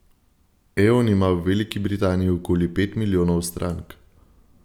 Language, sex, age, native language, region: Slovenian, male, 18-29, Slovenian, Gorenjska region